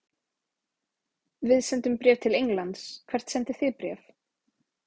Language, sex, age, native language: Icelandic, female, 30-39, Icelandic